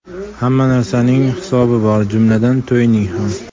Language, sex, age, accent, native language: Uzbek, male, 19-29, Farg'ona, Uzbek